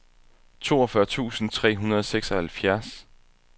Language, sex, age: Danish, male, 21